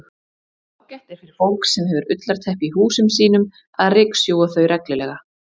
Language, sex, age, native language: Icelandic, female, 30-39, Icelandic